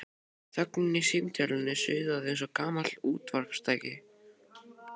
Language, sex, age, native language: Icelandic, male, 12, Icelandic